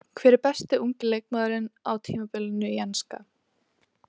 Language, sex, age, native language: Icelandic, female, 20-29, Icelandic